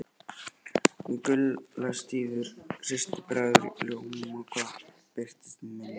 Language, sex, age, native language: Icelandic, male, 11, Icelandic